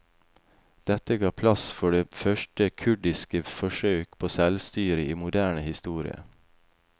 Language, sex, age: Norwegian, male, 28